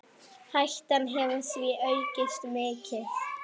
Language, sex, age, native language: Icelandic, female, 9, Icelandic